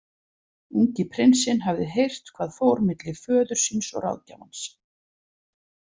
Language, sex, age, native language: Icelandic, female, 40-49, Icelandic